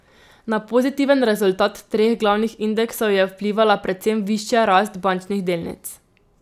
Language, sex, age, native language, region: Slovenian, female, 18-29, Slovenian, Drava region